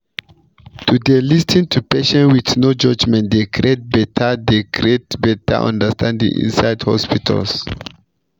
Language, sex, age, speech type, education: Nigerian Pidgin, male, 15-29, spontaneous, tertiary